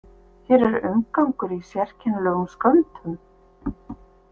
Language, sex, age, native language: Icelandic, female, 50-59, Icelandic